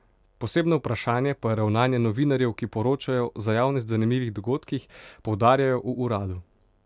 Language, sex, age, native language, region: Slovenian, male, 18-29, Slovenian, Pomurje region